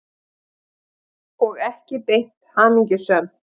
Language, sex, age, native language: Icelandic, female, 50-59, Icelandic